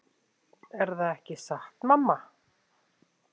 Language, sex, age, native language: Icelandic, male, 7, Icelandic